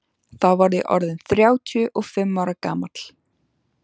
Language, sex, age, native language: Icelandic, female, 14, Icelandic